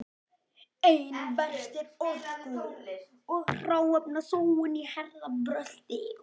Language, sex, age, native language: Icelandic, male, 11, Icelandic